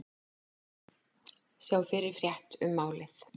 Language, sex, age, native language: Icelandic, female, 50-59, Icelandic